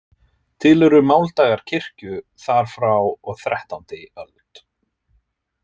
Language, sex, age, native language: Icelandic, male, 30-39, Icelandic